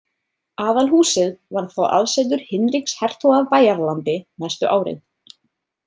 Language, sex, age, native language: Icelandic, female, 30-39, Icelandic